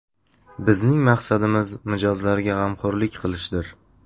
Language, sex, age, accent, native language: Uzbek, male, 19-29, Andijon, Uzbek